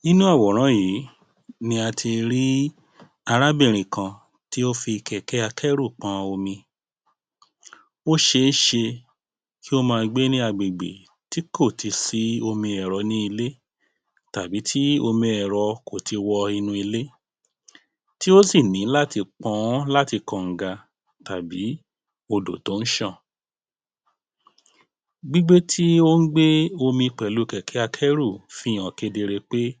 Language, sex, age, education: Yoruba, male, 30-45, tertiary